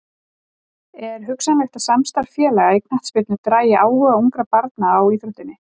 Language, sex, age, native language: Icelandic, female, 40-49, Icelandic